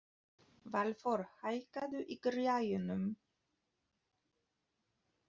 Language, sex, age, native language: Icelandic, female, 30-39, Polish